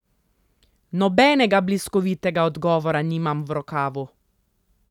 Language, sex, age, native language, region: Slovenian, female, 30-49, Slovenian, Central Slovenia